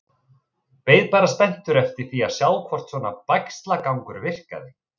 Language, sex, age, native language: Icelandic, male, 30-39, Icelandic